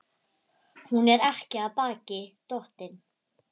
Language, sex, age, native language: Icelandic, female, 11, Icelandic